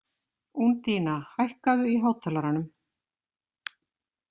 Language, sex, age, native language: Icelandic, female, 50-59, Icelandic